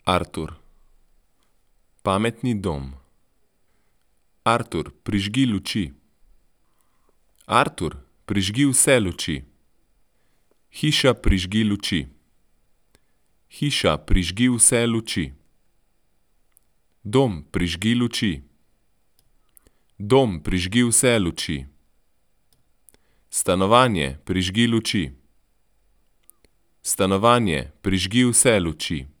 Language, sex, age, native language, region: Slovenian, male, 30-49, Slovenian, Central Slovenia